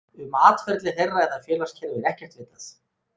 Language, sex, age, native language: Icelandic, male, 30-39, Icelandic